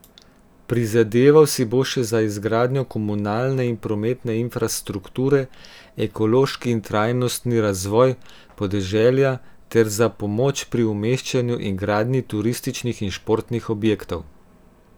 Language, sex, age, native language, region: Slovenian, female, 18-29, Slovenian, Gorenjska region